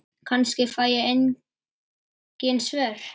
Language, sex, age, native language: Icelandic, male, 10, Icelandic